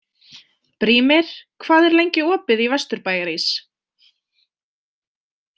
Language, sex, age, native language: Icelandic, female, 20-29, Icelandic